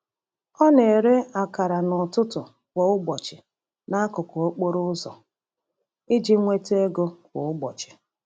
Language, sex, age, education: Igbo, female, 30-45, tertiary